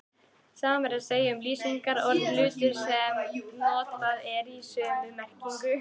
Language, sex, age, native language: Icelandic, female, 18-19, Icelandic